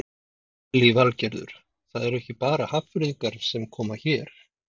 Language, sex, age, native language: Icelandic, male, 50-59, Icelandic